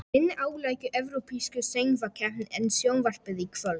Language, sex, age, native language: Icelandic, male, 11, Polish